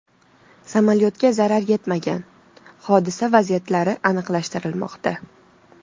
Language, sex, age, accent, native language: Uzbek, female, 25-34, Toshkent shahri, Uzbek